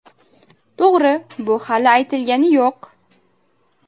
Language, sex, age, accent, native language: Uzbek, female, 25-34, Navoiy, Uzbek